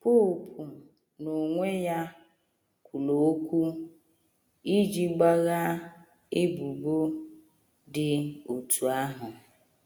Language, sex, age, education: Igbo, female, 30-45, tertiary